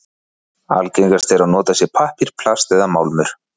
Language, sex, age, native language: Icelandic, male, 40-49, Icelandic